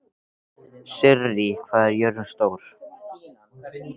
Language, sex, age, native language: Icelandic, male, 13, Icelandic